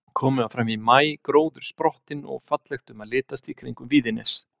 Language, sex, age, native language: Icelandic, male, 50-59, Icelandic